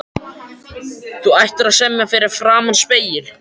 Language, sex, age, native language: Icelandic, male, 14, Icelandic